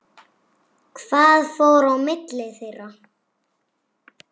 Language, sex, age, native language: Icelandic, female, 6, Icelandic